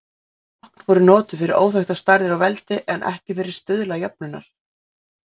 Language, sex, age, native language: Icelandic, female, 40-49, Icelandic